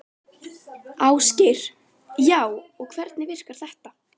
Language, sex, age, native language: Icelandic, female, 12, Icelandic